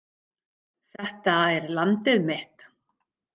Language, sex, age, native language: Icelandic, female, 50-59, Icelandic